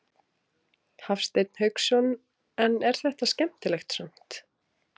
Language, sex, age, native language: Icelandic, female, 20-29, Icelandic